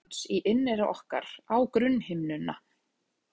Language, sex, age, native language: Icelandic, female, 30-39, Icelandic